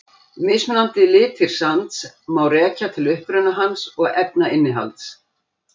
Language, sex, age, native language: Icelandic, female, 60-69, Icelandic